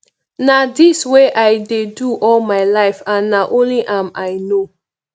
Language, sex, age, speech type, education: Nigerian Pidgin, female, 15-29, spontaneous, tertiary